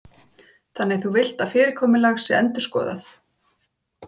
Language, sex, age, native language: Icelandic, female, 30-39, Icelandic